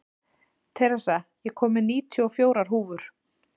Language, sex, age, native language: Icelandic, female, 30-39, Icelandic